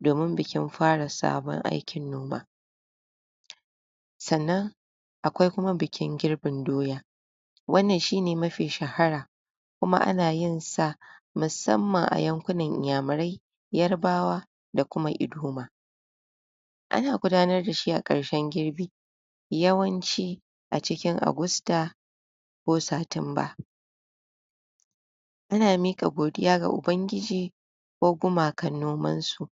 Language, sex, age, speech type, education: Hausa, female, 46-60, spontaneous, tertiary